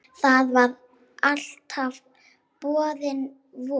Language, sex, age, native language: Icelandic, male, 8, Icelandic